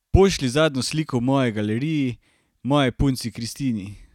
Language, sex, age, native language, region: Slovenian, male, 18-29, Slovenian, Carinthia region